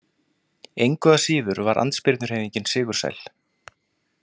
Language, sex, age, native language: Icelandic, male, 20-29, Icelandic